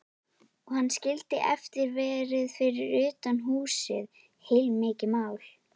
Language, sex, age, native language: Icelandic, female, 13, Icelandic